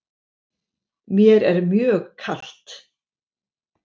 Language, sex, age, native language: Icelandic, female, 70-79, Icelandic